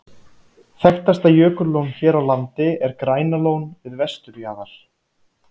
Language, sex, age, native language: Icelandic, male, 30-39, Icelandic